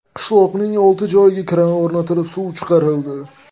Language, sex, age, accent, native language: Uzbek, male, 18-24, Toshkent viloyati, Uzbek